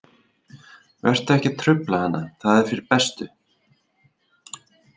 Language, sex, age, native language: Icelandic, male, 30-39, Icelandic